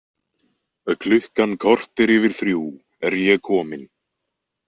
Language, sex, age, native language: Icelandic, male, 20-29, Icelandic